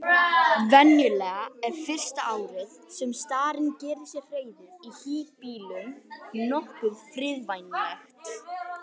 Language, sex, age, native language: Icelandic, female, 18-19, Icelandic